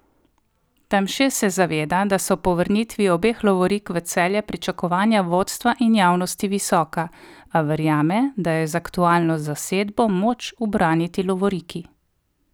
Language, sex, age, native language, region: Slovenian, female, 30-49, Slovenian, Coastal Karst region